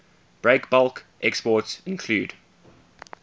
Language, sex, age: English, male, 20